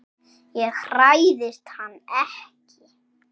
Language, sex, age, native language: Icelandic, male, 6, Icelandic